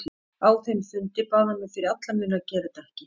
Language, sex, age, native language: Icelandic, female, 50-59, Icelandic